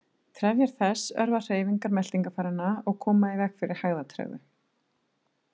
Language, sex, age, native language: Icelandic, female, 40-49, Icelandic